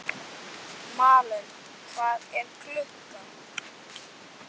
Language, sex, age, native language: Icelandic, male, 11, Icelandic